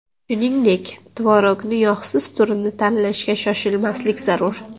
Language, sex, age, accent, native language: Uzbek, female, 25-34, Samarqand, Uzbek